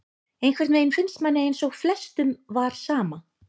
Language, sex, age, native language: Icelandic, female, 20-29, Icelandic